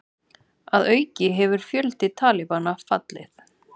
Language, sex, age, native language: Icelandic, male, 30-39, Icelandic